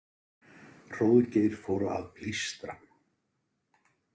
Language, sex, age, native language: Icelandic, male, 50-59, Icelandic